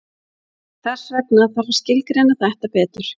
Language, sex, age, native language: Icelandic, female, 30-39, Icelandic